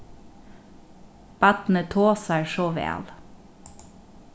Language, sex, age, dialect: Faroese, female, 36-60, Norðurstreymoy/Eysturoy